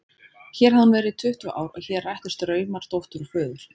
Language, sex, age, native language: Icelandic, female, 30-39, Icelandic